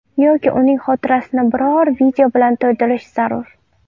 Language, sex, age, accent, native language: Uzbek, female, under 19, Navoiy, Uzbek